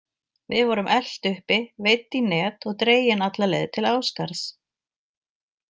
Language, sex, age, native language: Icelandic, female, 40-49, Icelandic